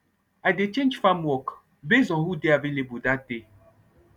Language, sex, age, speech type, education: Nigerian Pidgin, male, 15-29, spontaneous, tertiary